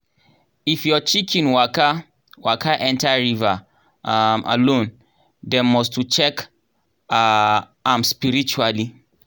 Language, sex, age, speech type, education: Nigerian Pidgin, male, 30-45, spontaneous, tertiary